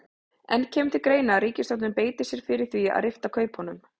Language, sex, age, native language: Icelandic, female, 30-39, Icelandic